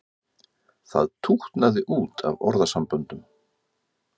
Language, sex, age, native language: Icelandic, male, 50-59, Icelandic